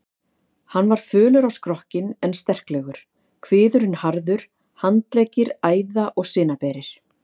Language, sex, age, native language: Icelandic, female, 50-59, Icelandic